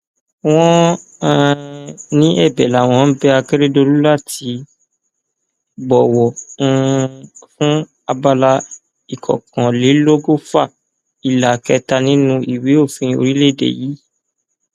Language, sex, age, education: Yoruba, male, 15-29, tertiary